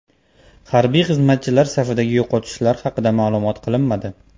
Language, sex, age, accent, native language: Uzbek, male, 25-34, Toshkent viloyati, Uzbek